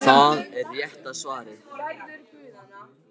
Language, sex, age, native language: Icelandic, male, 18-19, Icelandic